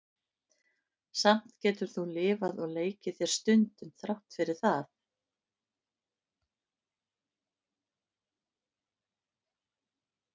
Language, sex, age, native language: Icelandic, female, 50-59, Icelandic